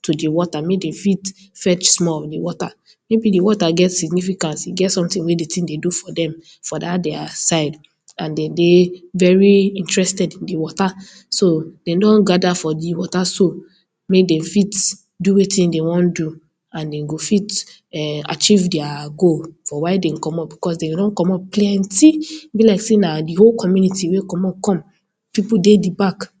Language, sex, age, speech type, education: Nigerian Pidgin, female, 15-29, spontaneous, tertiary